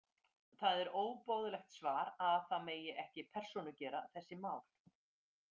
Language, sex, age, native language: Icelandic, female, 50-59, Icelandic